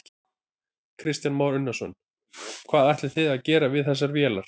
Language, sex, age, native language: Icelandic, male, 30-39, Icelandic